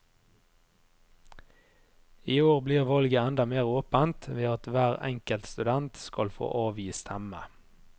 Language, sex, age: Norwegian, male, 30